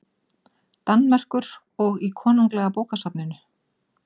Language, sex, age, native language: Icelandic, female, 40-49, Icelandic